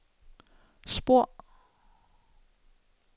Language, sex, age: Danish, female, 27